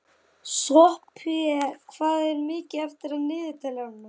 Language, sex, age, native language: Icelandic, male, 11, Icelandic